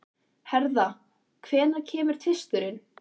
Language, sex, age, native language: Icelandic, female, 14, Icelandic